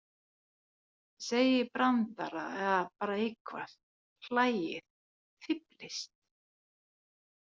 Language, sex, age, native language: Icelandic, female, 40-49, Finnish